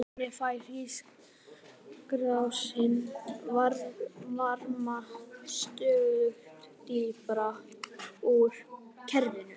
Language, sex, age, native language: Icelandic, male, 12, Icelandic